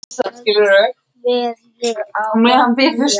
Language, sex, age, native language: Icelandic, male, 30-39, Icelandic